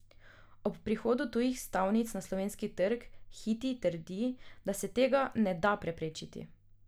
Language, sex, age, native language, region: Slovenian, female, 18-29, Slovenian, Drava region